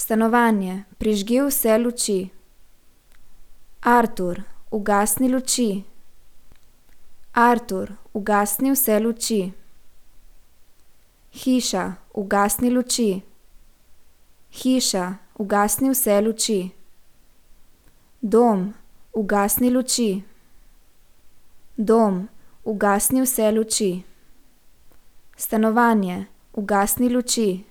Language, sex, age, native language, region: Slovenian, female, 18-29, Slovenian, Gorica region